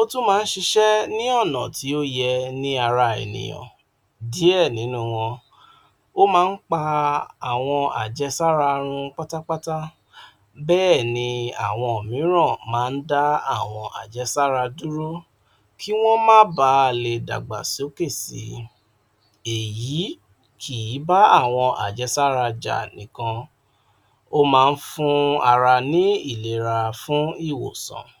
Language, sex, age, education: Yoruba, male, 46-60, tertiary